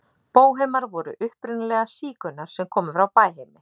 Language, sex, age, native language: Icelandic, female, 30-39, Icelandic